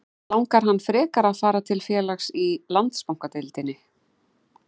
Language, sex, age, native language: Icelandic, female, 40-49, Icelandic